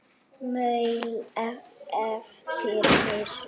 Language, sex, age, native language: Icelandic, female, 8, Icelandic